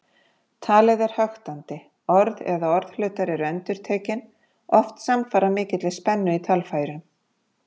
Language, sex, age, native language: Icelandic, female, 50-59, Icelandic